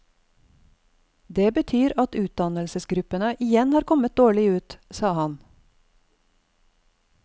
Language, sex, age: Norwegian, female, 48